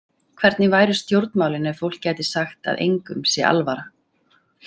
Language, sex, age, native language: Icelandic, female, 30-39, Icelandic